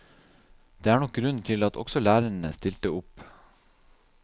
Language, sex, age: Norwegian, male, 37